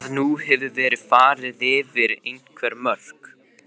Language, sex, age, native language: Icelandic, male, 15, Icelandic